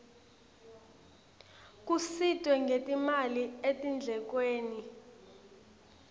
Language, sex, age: Swati, female, 20